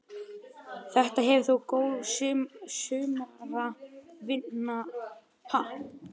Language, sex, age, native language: Icelandic, male, 11, Icelandic